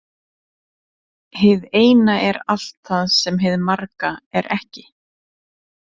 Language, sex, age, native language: Icelandic, female, 30-39, Icelandic